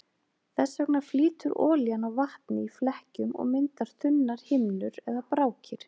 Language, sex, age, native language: Icelandic, female, 30-39, Icelandic